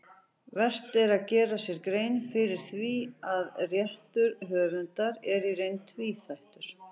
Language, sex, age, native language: Icelandic, female, 40-49, Icelandic